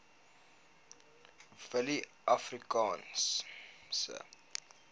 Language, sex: Afrikaans, male